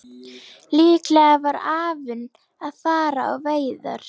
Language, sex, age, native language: Icelandic, female, 11, Icelandic